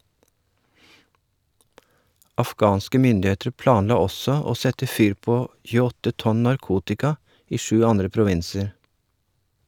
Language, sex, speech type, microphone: Norwegian, male, read, Shure